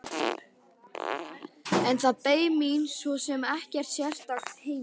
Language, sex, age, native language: Icelandic, male, 12, Icelandic